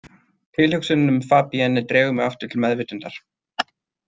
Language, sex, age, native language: Icelandic, male, 30-39, Icelandic